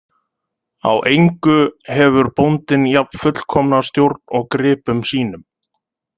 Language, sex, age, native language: Icelandic, male, 30-39, Icelandic